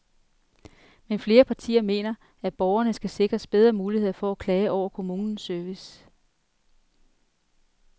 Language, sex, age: Danish, female, 33